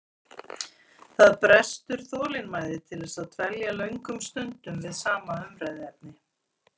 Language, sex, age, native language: Icelandic, female, 40-49, Icelandic